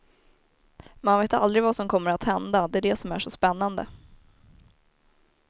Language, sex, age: Swedish, female, 19